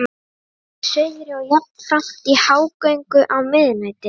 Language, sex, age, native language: Icelandic, female, 30-39, Icelandic